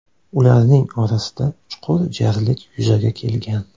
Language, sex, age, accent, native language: Uzbek, male, 18-24, Toshkent shahri, Uzbek